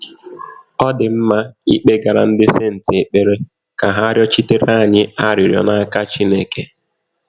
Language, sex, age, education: Igbo, male, 30-45, tertiary